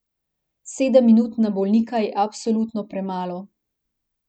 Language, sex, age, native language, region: Slovenian, female, 18-29, Slovenian, Central Slovenia